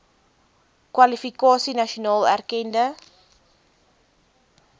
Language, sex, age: Afrikaans, female, 22